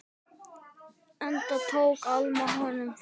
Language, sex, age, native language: Icelandic, male, 10, Icelandic